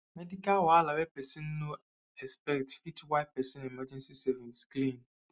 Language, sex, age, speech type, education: Nigerian Pidgin, male, 15-29, spontaneous, secondary